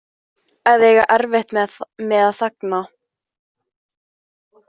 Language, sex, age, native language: Icelandic, female, 15, Icelandic